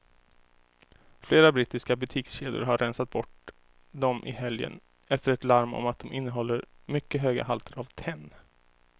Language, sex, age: Swedish, male, 24